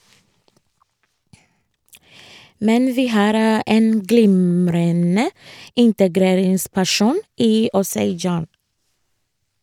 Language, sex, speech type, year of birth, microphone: Norwegian, female, read, 1986, Shure